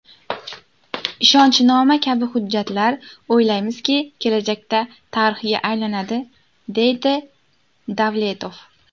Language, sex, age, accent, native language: Uzbek, female, 18-24, Andijon, Uzbek